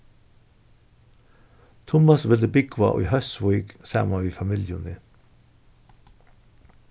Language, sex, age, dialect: Faroese, male, 61+, Suðurstreymoy